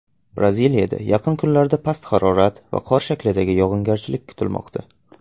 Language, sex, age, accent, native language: Uzbek, male, 19-29, Toshkent viloyati, Uzbek